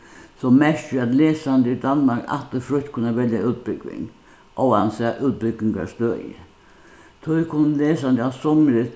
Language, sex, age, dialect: Faroese, female, 61+, Suðuroy